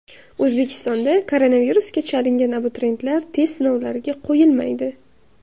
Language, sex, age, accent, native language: Uzbek, female, 18-24, Buxoro, Uzbek